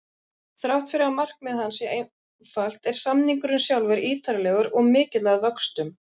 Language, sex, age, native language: Icelandic, female, 30-39, Icelandic